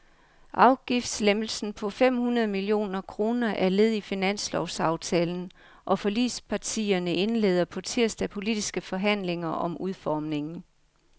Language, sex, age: Danish, female, 55